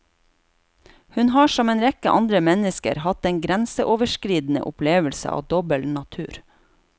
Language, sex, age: Norwegian, female, 36